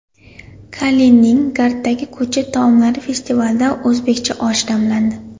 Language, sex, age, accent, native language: Uzbek, female, 18-24, Surxondaryo, Uzbek